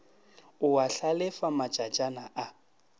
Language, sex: Northern Sotho, male